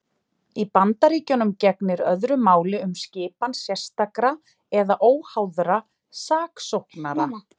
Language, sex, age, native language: Icelandic, female, 30-39, Icelandic